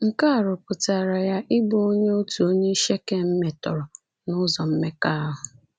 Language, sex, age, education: Igbo, female, 15-29, secondary